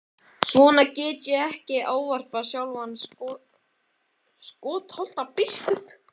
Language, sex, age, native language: Icelandic, male, 11, Icelandic